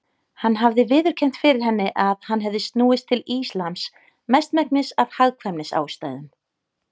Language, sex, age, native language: Icelandic, female, 30-39, Icelandic